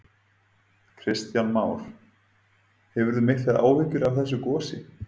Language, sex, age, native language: Icelandic, male, 30-39, Icelandic